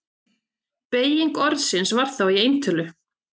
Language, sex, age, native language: Icelandic, female, 30-39, Icelandic